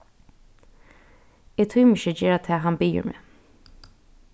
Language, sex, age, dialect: Faroese, female, 15-35, Norðurstreymoy/Eysturoy